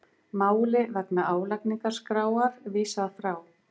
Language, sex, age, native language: Icelandic, female, 50-59, Icelandic